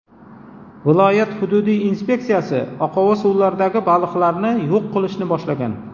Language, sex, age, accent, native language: Uzbek, male, 40-49, Jizzax, Uzbek